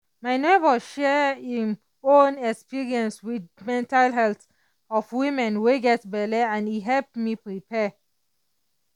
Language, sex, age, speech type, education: Nigerian Pidgin, female, 30-45, spontaneous, tertiary